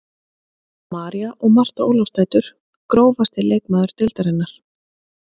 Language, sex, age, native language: Icelandic, female, 30-39, Icelandic